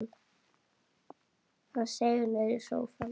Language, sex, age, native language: Icelandic, female, 8, Icelandic